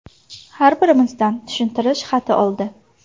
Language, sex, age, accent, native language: Uzbek, female, 19-29, Samarqand, Uzbek